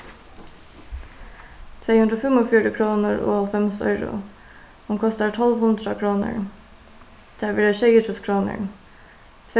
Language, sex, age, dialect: Faroese, female, 15-35, Suðuroy